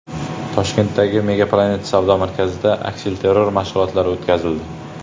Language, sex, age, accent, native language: Uzbek, male, 18-24, Jizzax, Uzbek